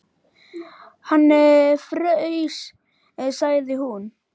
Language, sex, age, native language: Icelandic, male, 10, Icelandic